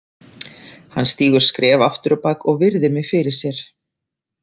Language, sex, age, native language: Icelandic, female, 30-39, Icelandic